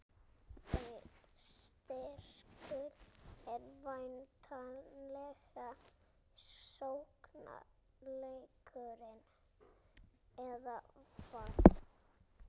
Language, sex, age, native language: Icelandic, female, 13, Icelandic